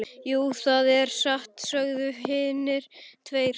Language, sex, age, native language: Icelandic, male, 11, Icelandic